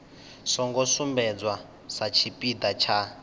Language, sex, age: Venda, male, 19